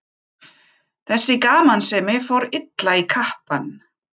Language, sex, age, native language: Icelandic, female, 50-59, German